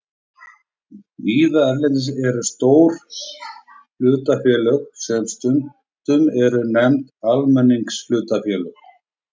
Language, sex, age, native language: Icelandic, male, 40-49, Icelandic